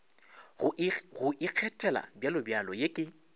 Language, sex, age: Northern Sotho, male, 24